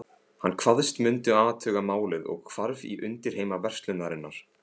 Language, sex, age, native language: Icelandic, male, 15, Icelandic